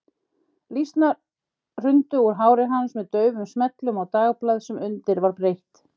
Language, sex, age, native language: Icelandic, female, 50-59, Icelandic